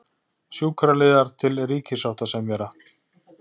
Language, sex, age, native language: Icelandic, male, 40-49, Icelandic